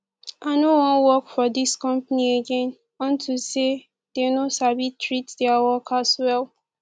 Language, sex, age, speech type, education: Nigerian Pidgin, female, 15-29, spontaneous, tertiary